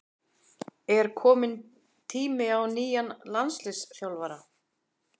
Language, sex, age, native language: Icelandic, female, 30-39, Icelandic